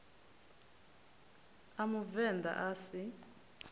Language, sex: Venda, female